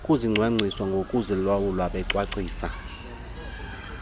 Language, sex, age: Xhosa, male, 33